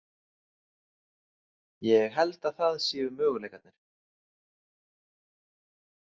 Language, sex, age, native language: Icelandic, male, 30-39, Icelandic